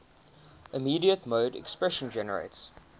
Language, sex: English, male